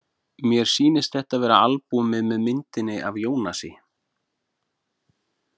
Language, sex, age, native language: Icelandic, male, 40-49, Icelandic